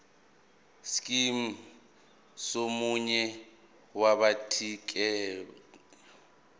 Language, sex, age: Zulu, male, 24